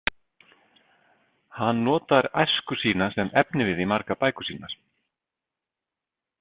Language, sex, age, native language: Icelandic, male, 50-59, Icelandic